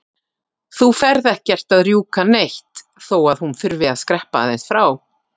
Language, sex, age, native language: Icelandic, female, 40-49, Icelandic